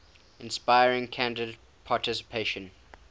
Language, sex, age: English, male, 19